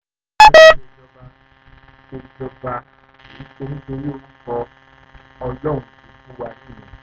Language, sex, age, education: Yoruba, male, 15-29, tertiary